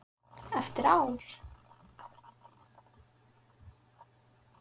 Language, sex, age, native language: Icelandic, female, 10, Icelandic